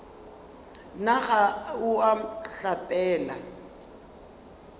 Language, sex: Northern Sotho, female